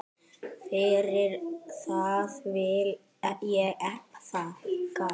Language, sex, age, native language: Icelandic, male, 10, Icelandic